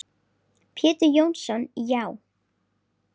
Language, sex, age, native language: Icelandic, female, 9, Icelandic